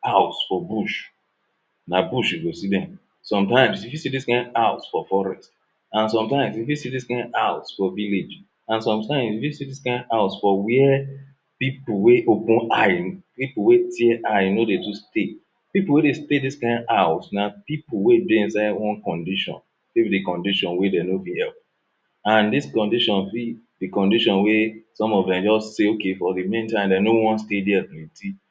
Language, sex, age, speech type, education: Nigerian Pidgin, male, 30-45, spontaneous, tertiary